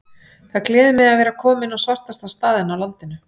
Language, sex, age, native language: Icelandic, female, 40-49, Icelandic